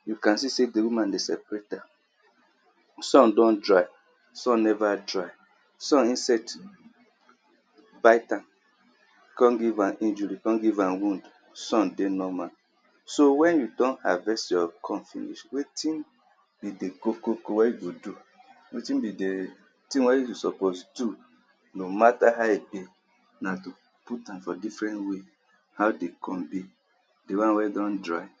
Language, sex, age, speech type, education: Nigerian Pidgin, male, 30-45, spontaneous, tertiary